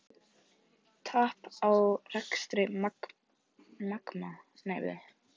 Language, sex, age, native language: Icelandic, female, 18-19, Icelandic